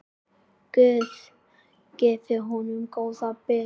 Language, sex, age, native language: Icelandic, male, 10, Icelandic